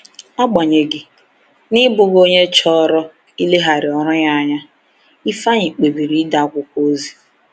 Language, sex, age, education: Igbo, female, 15-29, tertiary